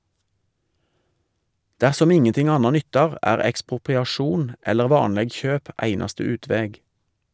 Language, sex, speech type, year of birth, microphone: Norwegian, male, read, 1973, Shure